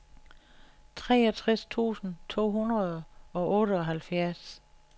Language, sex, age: Danish, female, 61